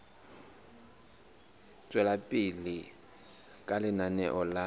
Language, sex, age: Southern Sotho, male, 19